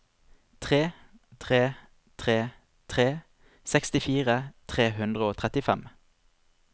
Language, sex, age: Norwegian, male, 25